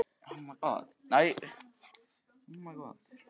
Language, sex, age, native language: Icelandic, male, 14, Icelandic